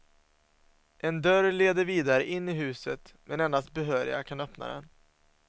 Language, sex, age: Swedish, male, 27